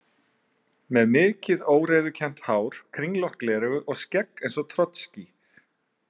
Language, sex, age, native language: Icelandic, male, 30-39, Icelandic